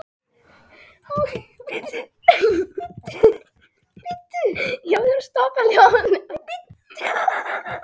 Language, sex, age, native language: Icelandic, male, 10, Icelandic